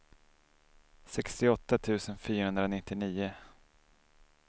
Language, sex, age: Swedish, male, 27